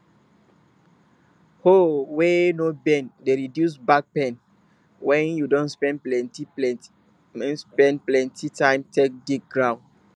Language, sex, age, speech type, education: Nigerian Pidgin, male, 30-45, spontaneous, tertiary